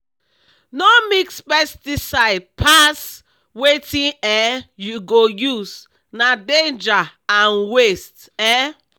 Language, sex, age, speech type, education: Nigerian Pidgin, female, 30-45, spontaneous, tertiary